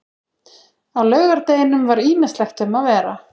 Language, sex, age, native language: Icelandic, female, 30-39, Icelandic